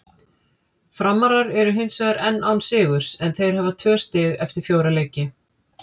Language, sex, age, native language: Icelandic, female, 50-59, Icelandic